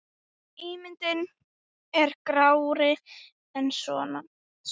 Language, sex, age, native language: Icelandic, female, 10, Icelandic